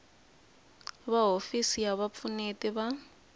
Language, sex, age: Tsonga, female, 20